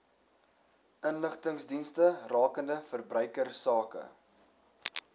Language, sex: Afrikaans, male